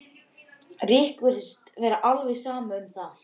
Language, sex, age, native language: Icelandic, male, 12, Icelandic